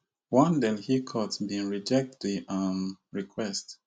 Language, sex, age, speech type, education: Nigerian Pidgin, male, 30-45, spontaneous, tertiary